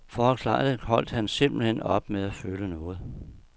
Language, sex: Danish, male